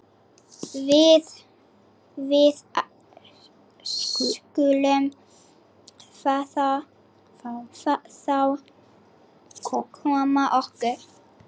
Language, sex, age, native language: Icelandic, female, 8, Icelandic